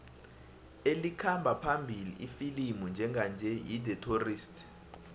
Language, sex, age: South Ndebele, male, 19